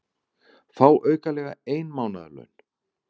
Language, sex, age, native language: Icelandic, male, 60-69, Icelandic